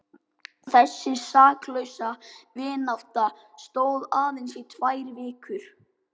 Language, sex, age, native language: Icelandic, male, 12, Icelandic